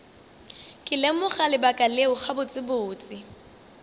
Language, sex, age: Northern Sotho, female, 24